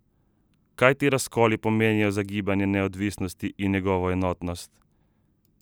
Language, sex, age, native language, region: Slovenian, male, 30-49, Slovenian, Southeast Slovenia